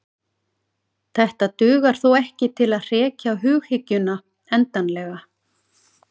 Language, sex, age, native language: Icelandic, female, 40-49, Icelandic